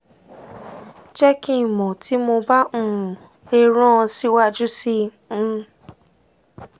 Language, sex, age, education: Yoruba, female, 15-29, tertiary